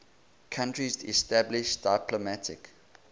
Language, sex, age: English, male, 20